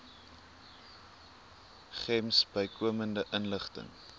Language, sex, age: Afrikaans, male, 19